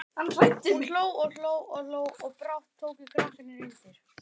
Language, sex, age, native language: Icelandic, male, 11, Icelandic